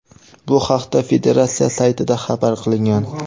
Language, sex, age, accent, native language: Uzbek, male, 18-24, Jizzax, Uzbek